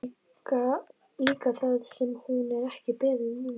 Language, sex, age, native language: Icelandic, female, 13, Icelandic